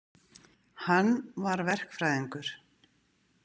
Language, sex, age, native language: Icelandic, female, 50-59, Icelandic